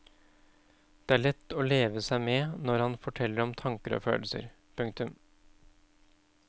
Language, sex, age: Norwegian, male, 31